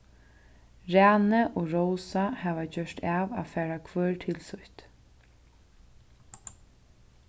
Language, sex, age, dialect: Faroese, female, 15-35, Suðurstreymoy